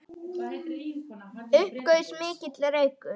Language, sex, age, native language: Icelandic, male, 9, Icelandic